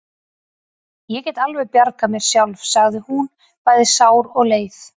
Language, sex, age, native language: Icelandic, female, 40-49, Icelandic